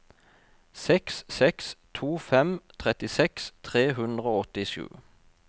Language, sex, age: Norwegian, male, 32